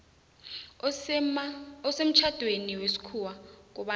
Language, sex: South Ndebele, female